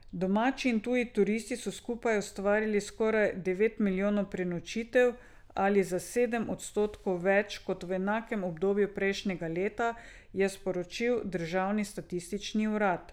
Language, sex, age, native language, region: Slovenian, female, 50-59, Slovenian, Drava region